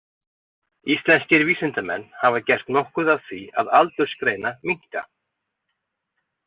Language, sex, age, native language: Icelandic, male, 40-49, Icelandic